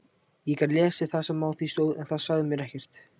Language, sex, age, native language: Icelandic, male, 18-19, Icelandic